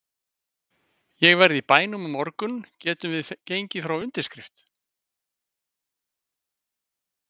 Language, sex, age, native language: Icelandic, male, 50-59, Icelandic